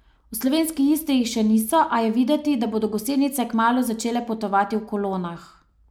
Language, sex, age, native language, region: Slovenian, female, 30-49, Slovenian, Savinja region